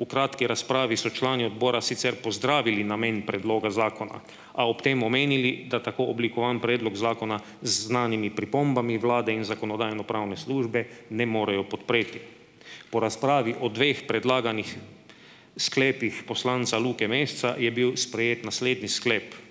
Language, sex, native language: Slovenian, male, Slovenian